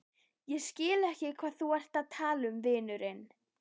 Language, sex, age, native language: Icelandic, female, 12, Icelandic